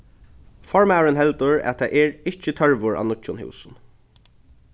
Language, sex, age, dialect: Faroese, male, 15-35, Norðurstreymoy/Eysturoy